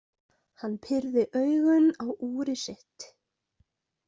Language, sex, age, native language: Icelandic, female, 20-29, Icelandic